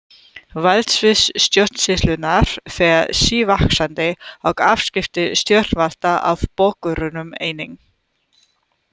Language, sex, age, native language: Icelandic, female, 30-39, German